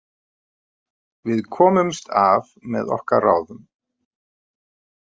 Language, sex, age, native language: Icelandic, male, 50-59, Icelandic